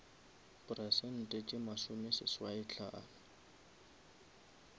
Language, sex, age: Northern Sotho, male, 23